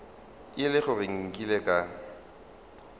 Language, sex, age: Northern Sotho, male, 35